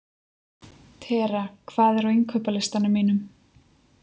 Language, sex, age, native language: Icelandic, female, 20-29, Icelandic